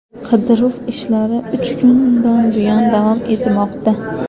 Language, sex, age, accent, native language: Uzbek, female, 19-29, Farg'ona, Uzbek